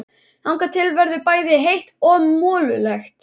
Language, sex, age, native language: Icelandic, male, 11, Icelandic